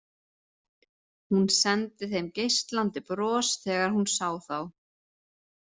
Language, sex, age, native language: Icelandic, female, 30-39, Icelandic